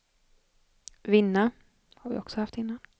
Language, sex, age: Swedish, female, 25